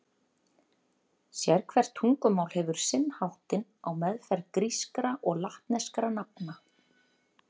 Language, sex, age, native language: Icelandic, female, 30-39, Icelandic